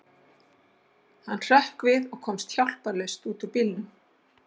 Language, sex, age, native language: Icelandic, female, 60-69, Icelandic